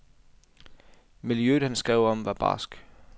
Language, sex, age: Danish, male, 28